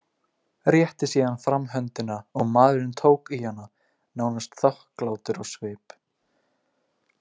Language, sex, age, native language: Icelandic, male, 20-29, Icelandic